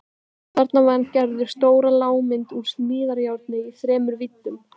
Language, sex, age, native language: Icelandic, female, 12, Icelandic